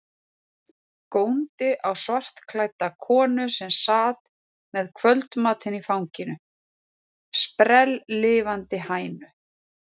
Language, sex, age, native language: Icelandic, female, 40-49, Icelandic